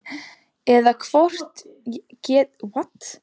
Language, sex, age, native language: Icelandic, female, 15, Icelandic